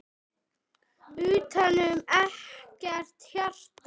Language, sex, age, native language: Icelandic, male, 8, Icelandic